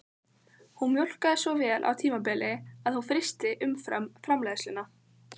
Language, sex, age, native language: Icelandic, female, 15, Icelandic